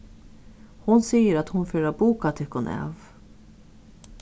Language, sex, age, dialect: Faroese, female, 36-60, Suðurstreymoy